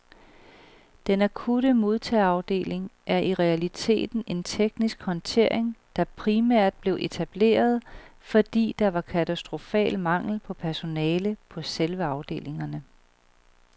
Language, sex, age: Danish, female, 38